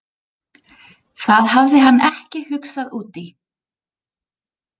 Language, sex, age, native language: Icelandic, female, 30-39, Icelandic